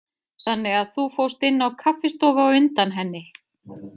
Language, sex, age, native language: Icelandic, female, 30-39, Icelandic